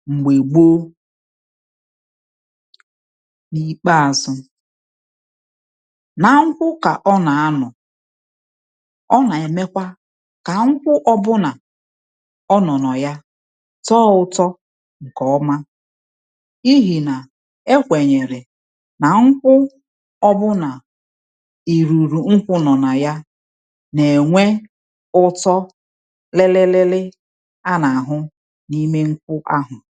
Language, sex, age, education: Igbo, female, 30-45, tertiary